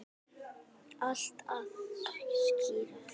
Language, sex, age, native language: Icelandic, male, 10, Icelandic